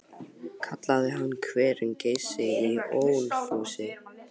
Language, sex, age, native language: Icelandic, male, 12, Icelandic